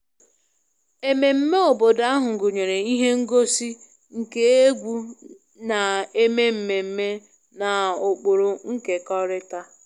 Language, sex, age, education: Igbo, female, 15-29, tertiary